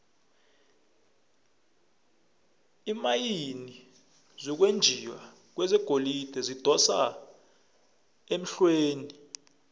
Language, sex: South Ndebele, male